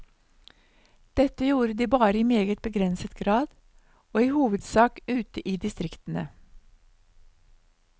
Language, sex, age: Norwegian, female, 59